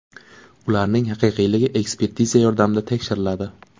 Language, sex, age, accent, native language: Uzbek, male, 18-24, Buxoro, Uzbek